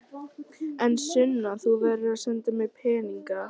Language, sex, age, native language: Icelandic, female, 12, Icelandic